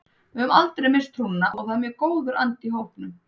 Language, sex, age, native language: Icelandic, female, 30-39, Icelandic